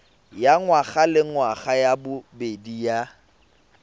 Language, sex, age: Tswana, male, 24